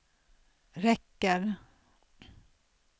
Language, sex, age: Swedish, female, 46